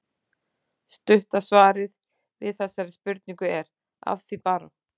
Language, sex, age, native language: Icelandic, female, 40-49, Icelandic